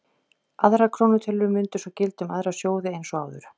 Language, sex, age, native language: Icelandic, female, 40-49, Icelandic